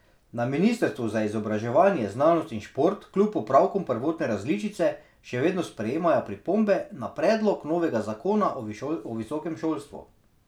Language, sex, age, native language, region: Slovenian, male, 30-49, Slovenian, Drava region